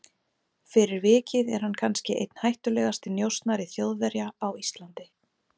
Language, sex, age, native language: Icelandic, female, 30-39, Icelandic